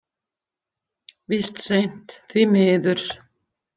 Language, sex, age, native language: Icelandic, female, 50-59, Icelandic